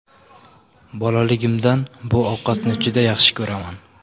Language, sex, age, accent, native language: Uzbek, male, 18-24, Samarqand, Uzbek